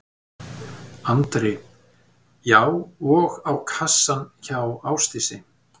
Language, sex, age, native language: Icelandic, male, 50-59, Icelandic